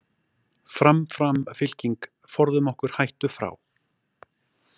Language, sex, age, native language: Icelandic, male, 40-49, Icelandic